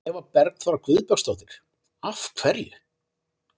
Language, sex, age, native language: Icelandic, male, 40-49, Icelandic